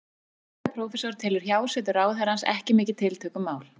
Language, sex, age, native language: Icelandic, female, 40-49, Icelandic